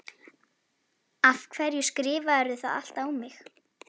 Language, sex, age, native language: Icelandic, female, 11, Icelandic